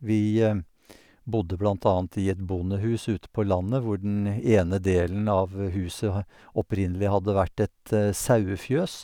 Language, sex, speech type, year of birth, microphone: Norwegian, male, spontaneous, 1952, Sennheiser